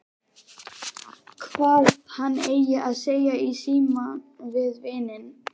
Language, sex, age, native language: Icelandic, male, 11, Icelandic